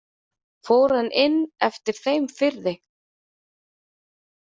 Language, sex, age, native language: Icelandic, female, 30-39, Icelandic